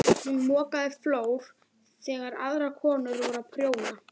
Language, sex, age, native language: Icelandic, female, 12, Icelandic